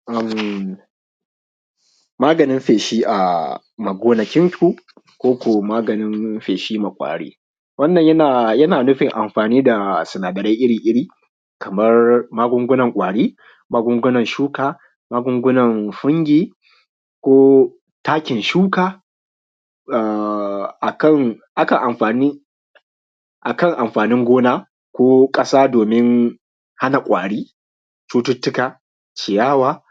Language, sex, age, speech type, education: Hausa, male, 15-29, spontaneous, primary